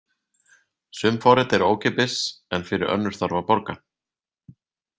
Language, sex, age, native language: Icelandic, male, 30-39, Icelandic